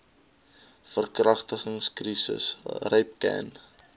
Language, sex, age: Afrikaans, male, 22